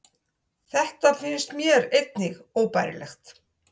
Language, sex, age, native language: Icelandic, female, 60-69, Icelandic